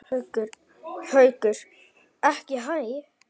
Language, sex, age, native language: Icelandic, male, 9, Icelandic